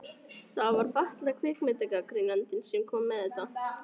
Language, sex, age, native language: Icelandic, female, 14, Icelandic